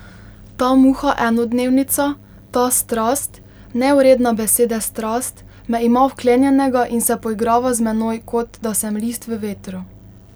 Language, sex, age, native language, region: Slovenian, female, 18-29, Slovenian, Pomurje region